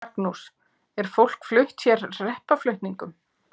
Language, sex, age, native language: Icelandic, female, 40-49, Icelandic